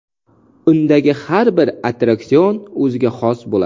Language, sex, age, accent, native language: Uzbek, male, 19-29, Samarqand, Uzbek